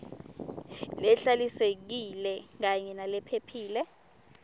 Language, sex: Swati, female